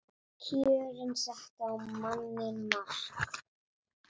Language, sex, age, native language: Icelandic, female, 9, Icelandic